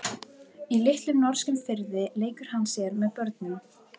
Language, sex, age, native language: Icelandic, female, 18-19, Icelandic